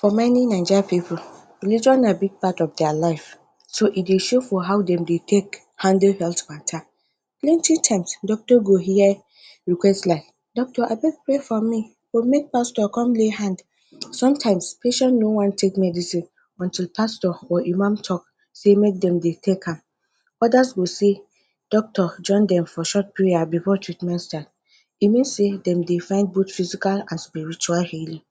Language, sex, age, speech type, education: Nigerian Pidgin, female, 30-45, spontaneous, tertiary